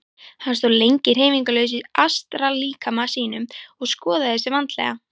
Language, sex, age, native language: Icelandic, female, 18-19, Icelandic